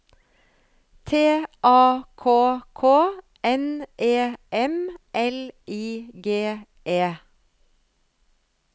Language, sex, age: Norwegian, female, 35